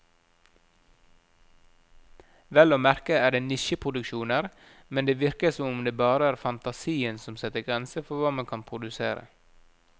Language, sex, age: Norwegian, male, 37